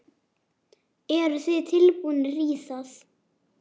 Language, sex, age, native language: Icelandic, male, 7, Icelandic